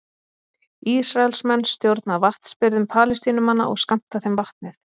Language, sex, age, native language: Icelandic, female, 30-39, Icelandic